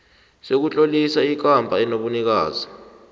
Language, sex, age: South Ndebele, male, 18